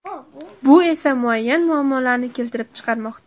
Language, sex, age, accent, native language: Uzbek, female, 18-24, Samarqand, Uzbek